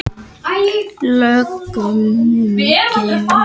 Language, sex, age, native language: Icelandic, male, 18-19, Icelandic